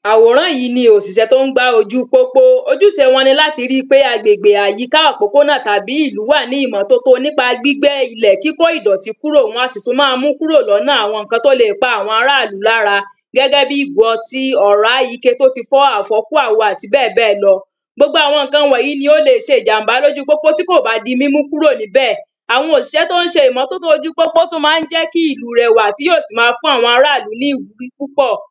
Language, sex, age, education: Yoruba, female, 30-45, primary